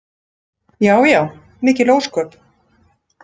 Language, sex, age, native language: Icelandic, female, 60-69, Icelandic